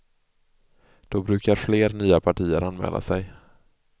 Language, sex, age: Swedish, male, 24